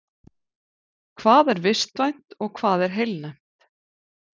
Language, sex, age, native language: Icelandic, female, 40-49, Icelandic